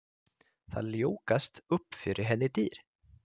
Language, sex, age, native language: Icelandic, male, 30-39, Icelandic